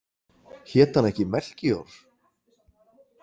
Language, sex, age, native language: Icelandic, male, 40-49, Icelandic